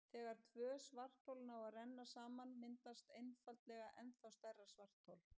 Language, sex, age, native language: Icelandic, female, 50-59, Icelandic